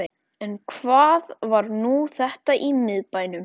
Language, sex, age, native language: Icelandic, male, 14, Icelandic